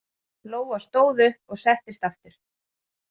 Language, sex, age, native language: Icelandic, female, 30-39, Icelandic